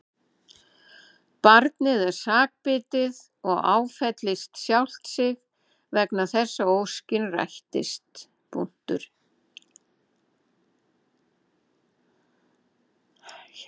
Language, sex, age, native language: Icelandic, female, 70-79, Icelandic